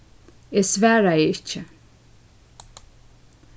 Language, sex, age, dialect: Faroese, female, 15-35, Suðurstreymoy